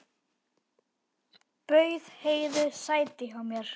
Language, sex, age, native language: Icelandic, male, 9, Icelandic